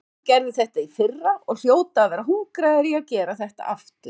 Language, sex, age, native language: Icelandic, female, 50-59, Icelandic